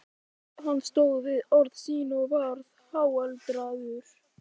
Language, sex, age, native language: Icelandic, male, 11, Icelandic